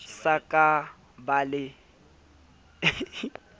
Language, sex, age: Southern Sotho, male, 23